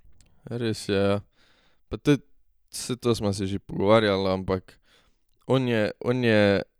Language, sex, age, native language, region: Slovenian, male, 18-29, Slovenian, Drava region